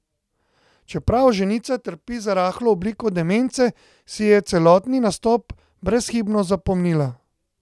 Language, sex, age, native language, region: Slovenian, male, 30-49, Slovenian, Central Slovenia